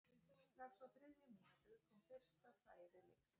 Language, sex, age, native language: Icelandic, female, 40-49, Icelandic